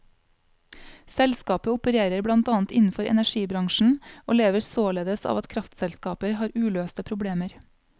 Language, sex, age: Norwegian, female, 35